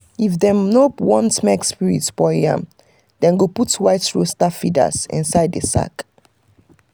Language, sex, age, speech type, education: Nigerian Pidgin, female, 30-45, spontaneous, tertiary